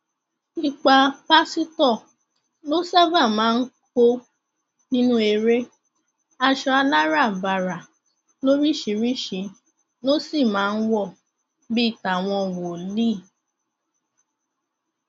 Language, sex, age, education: Yoruba, female, 15-29, tertiary